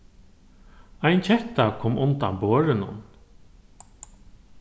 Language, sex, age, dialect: Faroese, male, 36-60, Norðurstreymoy/Eysturoy